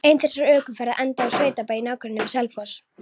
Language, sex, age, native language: Icelandic, female, 11, Icelandic